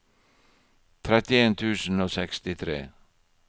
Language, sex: Norwegian, male